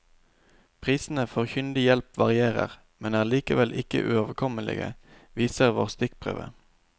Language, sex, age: Norwegian, male, 29